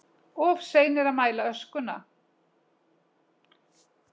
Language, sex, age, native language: Icelandic, female, 60-69, Icelandic